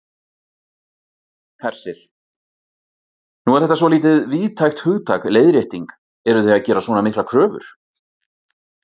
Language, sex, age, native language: Icelandic, male, 40-49, Icelandic